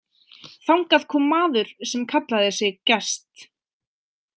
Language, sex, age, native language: Icelandic, female, 20-29, Icelandic